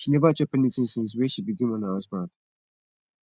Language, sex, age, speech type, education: Nigerian Pidgin, male, 15-29, spontaneous, tertiary